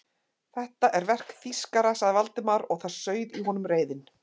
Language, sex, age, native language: Icelandic, female, 50-59, Icelandic